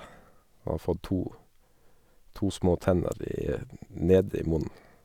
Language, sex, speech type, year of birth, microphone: Norwegian, male, spontaneous, 1979, Sennheiser